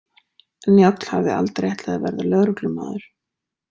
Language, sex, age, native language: Icelandic, female, 40-49, Icelandic